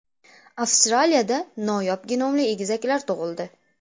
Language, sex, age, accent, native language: Uzbek, female, under 19, Namangan, Uzbek